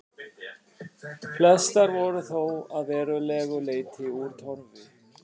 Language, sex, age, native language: Icelandic, male, 50-59, Icelandic